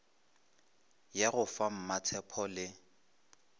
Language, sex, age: Northern Sotho, male, 23